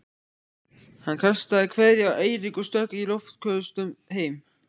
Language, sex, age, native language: Icelandic, male, 14, Icelandic